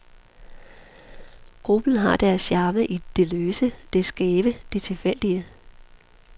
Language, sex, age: Danish, female, 43